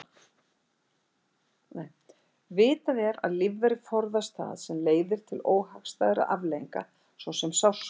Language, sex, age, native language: Icelandic, female, 60-69, Icelandic